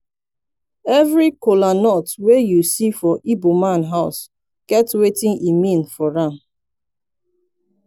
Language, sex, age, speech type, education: Nigerian Pidgin, female, 15-29, spontaneous, tertiary